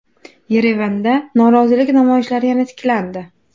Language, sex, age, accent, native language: Uzbek, female, 19-29, Farg'ona, Uzbek